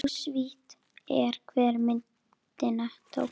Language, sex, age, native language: Icelandic, female, 9, Icelandic